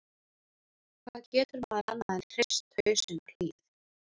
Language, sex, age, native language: Icelandic, male, 40-49, Icelandic